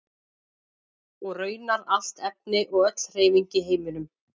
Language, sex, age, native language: Icelandic, female, 50-59, Icelandic